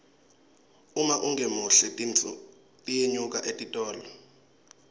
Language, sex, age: Swati, male, 21